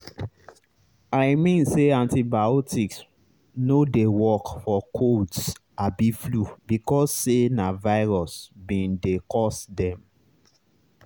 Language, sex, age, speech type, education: Nigerian Pidgin, male, 30-45, spontaneous, tertiary